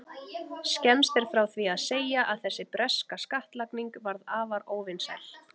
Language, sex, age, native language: Icelandic, female, 30-39, Icelandic